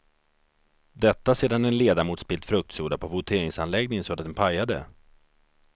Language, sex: Swedish, male